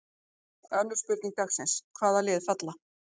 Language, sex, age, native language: Icelandic, female, 40-49, Icelandic